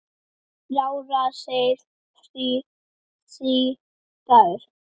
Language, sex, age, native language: Icelandic, male, 7, Icelandic